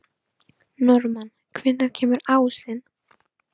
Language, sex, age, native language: Icelandic, female, 12, Icelandic